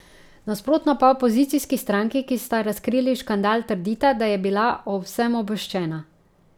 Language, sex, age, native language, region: Slovenian, female, 30-49, Slovenian, Central Slovenia